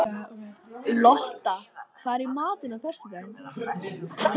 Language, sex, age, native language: Icelandic, female, 14, Icelandic